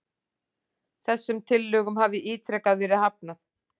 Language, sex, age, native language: Icelandic, female, 40-49, Icelandic